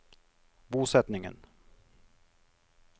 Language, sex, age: Norwegian, male, 42